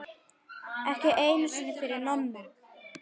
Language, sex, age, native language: Icelandic, male, 9, Icelandic